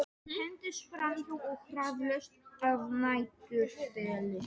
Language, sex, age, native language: Icelandic, male, 18-19, Polish